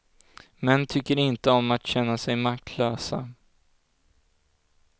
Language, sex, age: Swedish, male, 16